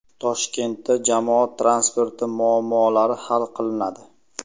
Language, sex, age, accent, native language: Uzbek, male, 25-34, Sirdaryo, Uzbek